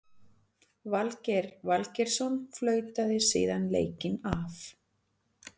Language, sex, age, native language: Icelandic, female, 40-49, Icelandic